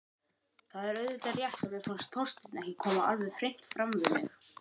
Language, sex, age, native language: Icelandic, male, 18-19, Icelandic